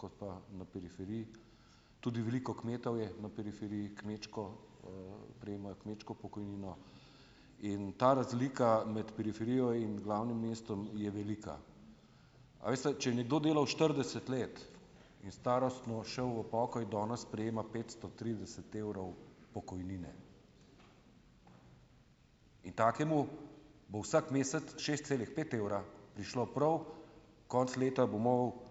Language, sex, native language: Slovenian, male, Slovenian